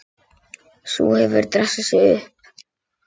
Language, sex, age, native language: Icelandic, male, 9, Icelandic